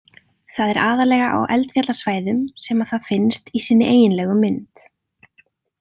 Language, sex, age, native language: Icelandic, female, 30-39, Icelandic